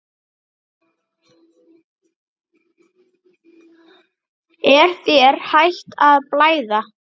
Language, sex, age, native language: Icelandic, male, 8, Icelandic